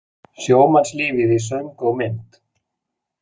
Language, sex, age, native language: Icelandic, male, 40-49, Icelandic